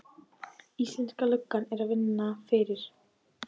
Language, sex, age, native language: Icelandic, female, 12, Icelandic